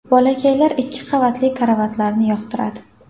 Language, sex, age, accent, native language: Uzbek, female, 18-24, Samarqand, Uzbek